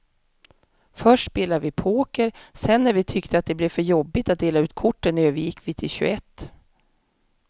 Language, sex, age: Swedish, female, 50